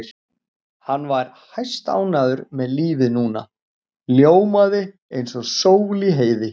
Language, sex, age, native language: Icelandic, male, 40-49, Icelandic